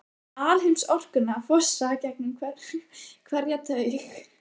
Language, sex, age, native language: Icelandic, female, 13, Icelandic